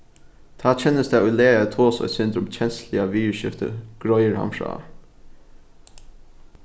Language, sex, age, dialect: Faroese, male, 15-35, Norðuroyggjar